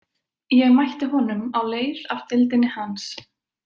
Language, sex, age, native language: Icelandic, female, 20-29, Icelandic